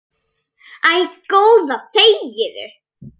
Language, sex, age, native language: Icelandic, female, 8, Icelandic